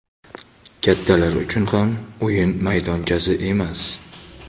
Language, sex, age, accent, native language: Uzbek, male, 19-29, Toshkent viloyati, Uzbek